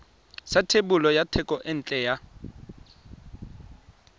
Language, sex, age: Tswana, male, 23